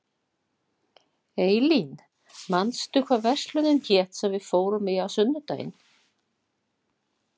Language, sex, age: Icelandic, female, 60-69